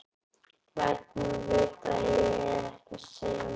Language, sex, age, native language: Icelandic, male, 11, Icelandic